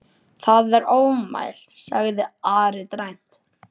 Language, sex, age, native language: Icelandic, male, 11, Icelandic